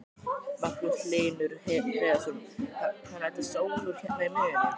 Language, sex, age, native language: Icelandic, male, 12, Icelandic